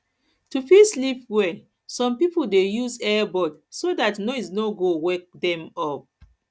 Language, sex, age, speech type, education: Nigerian Pidgin, female, 30-45, spontaneous, tertiary